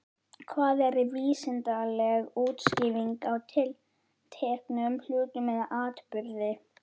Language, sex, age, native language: Icelandic, female, 11, Icelandic